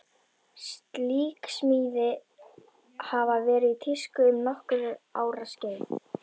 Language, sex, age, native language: Icelandic, female, 11, Icelandic